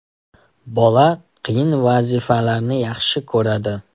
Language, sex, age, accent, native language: Uzbek, male, 18-24, Namangan, Uzbek